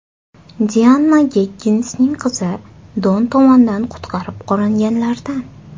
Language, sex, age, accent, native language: Uzbek, female, 18-24, Toshkent shahri, Uzbek